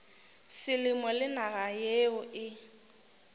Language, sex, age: Northern Sotho, female, 19